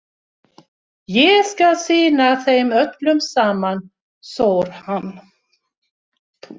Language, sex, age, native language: Icelandic, female, 60-69, Swedish